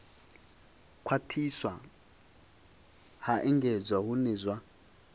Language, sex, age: Venda, male, 22